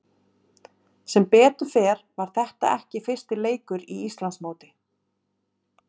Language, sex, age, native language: Icelandic, female, 30-39, Icelandic